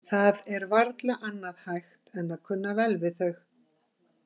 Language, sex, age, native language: Icelandic, female, 50-59, Icelandic